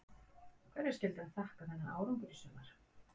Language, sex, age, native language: Icelandic, female, 40-49, Icelandic